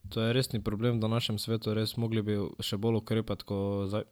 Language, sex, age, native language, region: Slovenian, male, 12-17, Slovenian, Drava region